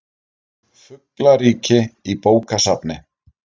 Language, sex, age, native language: Icelandic, male, 30-39, Icelandic